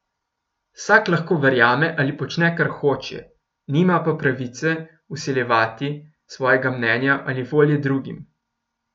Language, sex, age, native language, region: Slovenian, male, 18-29, Slovenian, Gorenjska region